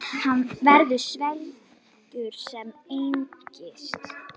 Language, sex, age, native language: Icelandic, female, 10, Icelandic